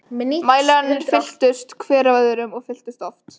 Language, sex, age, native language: Icelandic, female, 13, Icelandic